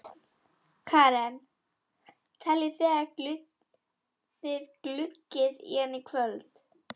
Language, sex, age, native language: Icelandic, female, 11, Icelandic